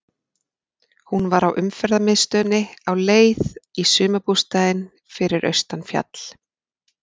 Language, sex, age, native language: Icelandic, female, 40-49, Icelandic